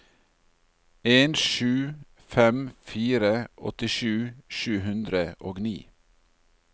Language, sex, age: Norwegian, male, 40